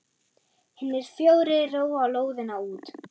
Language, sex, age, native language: Icelandic, female, 9, German